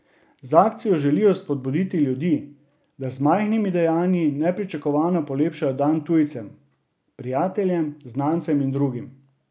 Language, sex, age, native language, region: Slovenian, male, 30-49, Slovenian, Drava region